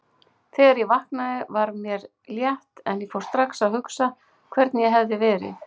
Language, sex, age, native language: Icelandic, female, 40-49, Icelandic